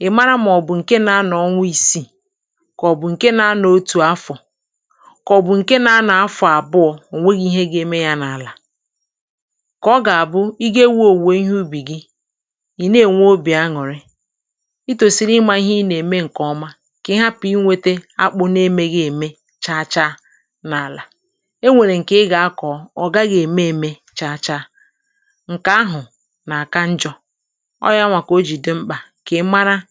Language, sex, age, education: Igbo, female, 46-60, tertiary